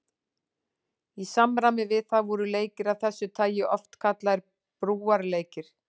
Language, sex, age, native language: Icelandic, female, 40-49, Icelandic